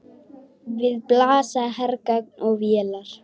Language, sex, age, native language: Icelandic, female, 10, Icelandic